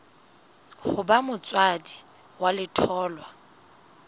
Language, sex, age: Southern Sotho, female, 19